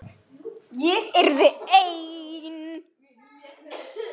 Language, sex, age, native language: Icelandic, male, 9, Icelandic